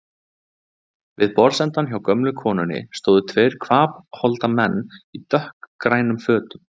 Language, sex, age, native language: Icelandic, male, 20-29, Icelandic